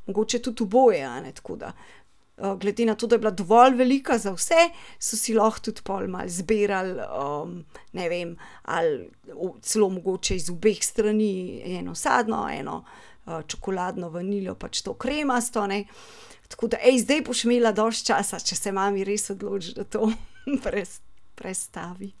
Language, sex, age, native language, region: Slovenian, female, 30-49, Slovenian, Central Slovenia